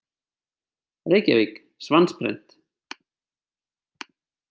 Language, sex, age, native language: Icelandic, male, 30-39, Icelandic